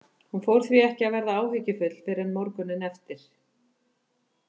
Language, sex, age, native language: Icelandic, female, 50-59, Icelandic